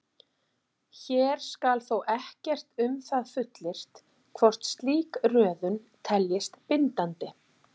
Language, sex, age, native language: Icelandic, female, 40-49, Icelandic